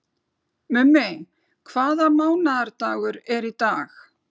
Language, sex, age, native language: Icelandic, female, 40-49, Icelandic